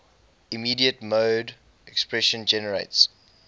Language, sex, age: English, male, 20